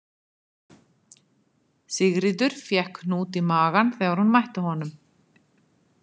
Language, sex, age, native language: Icelandic, female, 50-59, Icelandic